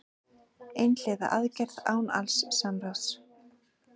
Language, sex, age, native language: Icelandic, female, 40-49, Icelandic